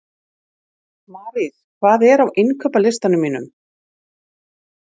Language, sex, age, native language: Icelandic, female, 40-49, Icelandic